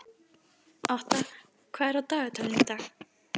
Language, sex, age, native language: Icelandic, female, 11, Icelandic